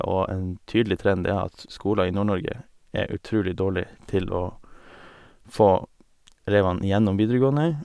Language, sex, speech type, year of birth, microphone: Norwegian, male, spontaneous, 1988, Sennheiser